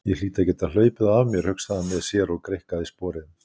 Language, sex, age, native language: Icelandic, male, 60-69, Icelandic